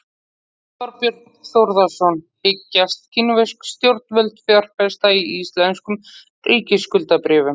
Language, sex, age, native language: Icelandic, female, 40-49, Icelandic